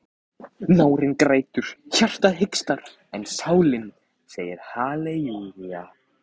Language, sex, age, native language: Icelandic, male, 14, Icelandic